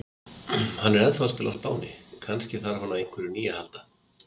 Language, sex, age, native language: Icelandic, male, 50-59, Icelandic